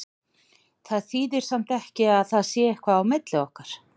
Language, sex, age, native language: Icelandic, male, 40-49, Icelandic